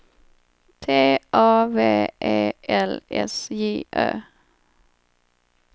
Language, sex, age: Swedish, female, 25